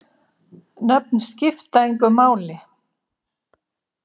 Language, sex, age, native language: Icelandic, female, 70-79, Icelandic